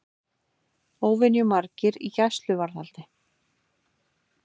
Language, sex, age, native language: Icelandic, female, 50-59, Icelandic